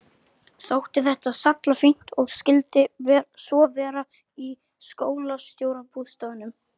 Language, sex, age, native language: Icelandic, male, 11, Icelandic